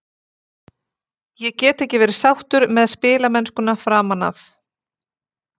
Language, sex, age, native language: Icelandic, female, 40-49, Icelandic